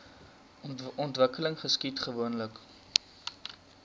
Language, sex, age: Afrikaans, male, 20